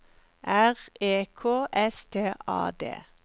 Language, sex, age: Norwegian, female, 54